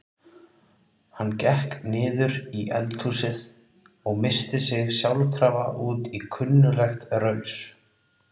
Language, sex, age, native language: Icelandic, male, 30-39, Icelandic